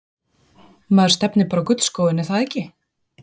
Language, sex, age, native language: Icelandic, female, 40-49, Icelandic